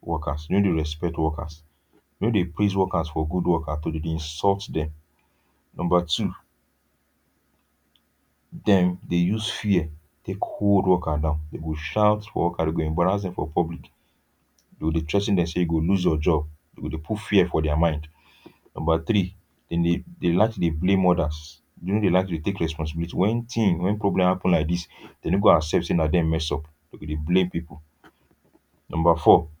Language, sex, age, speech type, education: Nigerian Pidgin, male, 15-29, spontaneous, tertiary